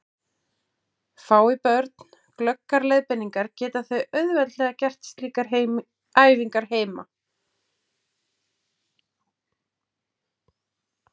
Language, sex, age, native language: Icelandic, female, 40-49, Icelandic